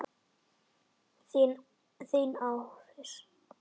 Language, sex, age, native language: Icelandic, male, 10, Icelandic